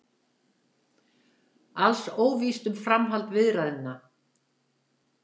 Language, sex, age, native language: Icelandic, female, 70-79, Icelandic